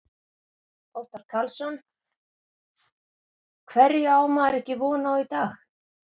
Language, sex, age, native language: Icelandic, female, 50-59, Icelandic